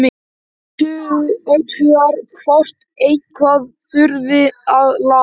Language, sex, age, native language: Icelandic, male, 11, Icelandic